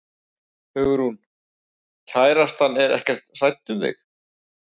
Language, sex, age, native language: Icelandic, male, 40-49, Icelandic